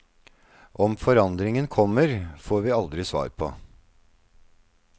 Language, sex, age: Norwegian, male, 48